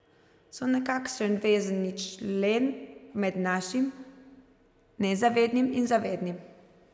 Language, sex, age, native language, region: Slovenian, female, 30-49, Slovenian, Zasavska region